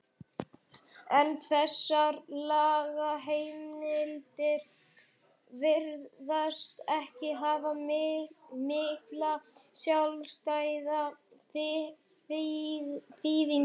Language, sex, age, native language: Icelandic, male, 11, Icelandic